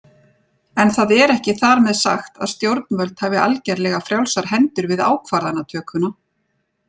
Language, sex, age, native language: Icelandic, female, 40-49, Icelandic